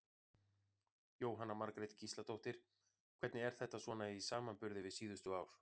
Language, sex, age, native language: Icelandic, male, 40-49, Icelandic